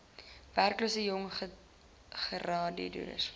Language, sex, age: Afrikaans, female, 20